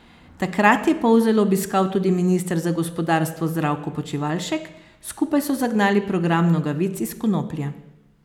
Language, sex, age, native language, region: Slovenian, female, 50-59, Slovenian, Posavska region